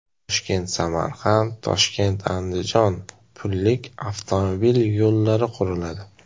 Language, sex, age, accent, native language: Uzbek, male, 18-24, Namangan, Uzbek